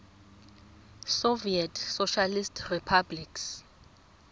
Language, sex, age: Xhosa, female, 23